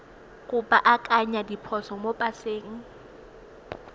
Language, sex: Tswana, female